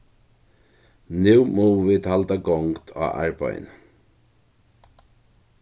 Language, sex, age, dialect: Faroese, male, 61+, Norðurstreymoy/Eysturoy